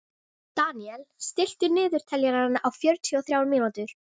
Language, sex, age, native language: Icelandic, female, 13, Icelandic